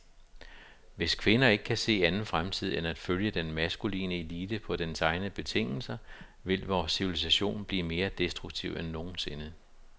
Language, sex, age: Danish, male, 52